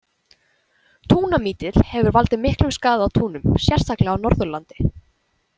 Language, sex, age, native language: Icelandic, female, 20-29, Icelandic